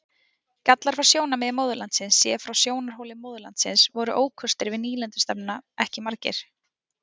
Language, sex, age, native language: Icelandic, female, 20-29, Icelandic